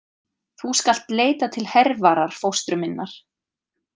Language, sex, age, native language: Icelandic, female, 30-39, Icelandic